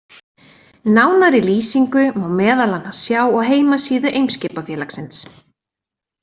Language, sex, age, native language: Icelandic, female, 20-29, Icelandic